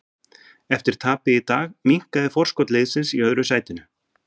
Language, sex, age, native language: Icelandic, male, 40-49, Icelandic